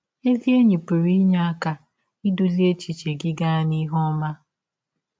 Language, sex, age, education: Igbo, female, 15-29, tertiary